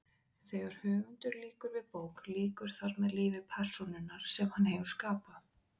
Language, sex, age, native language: Icelandic, female, 20-29, Icelandic